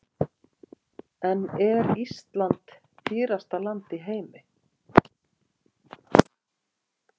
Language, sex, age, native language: Icelandic, female, 50-59, Icelandic